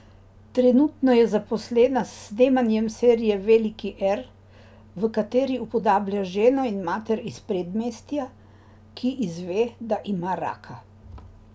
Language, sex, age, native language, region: Slovenian, female, 60+, Slovenian, Drava region